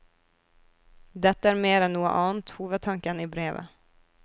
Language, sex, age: Norwegian, female, 24